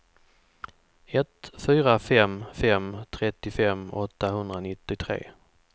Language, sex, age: Swedish, male, 44